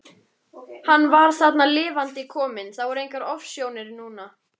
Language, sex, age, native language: Icelandic, female, 13, Icelandic